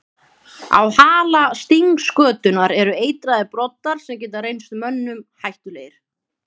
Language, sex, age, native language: Icelandic, female, 30-39, Icelandic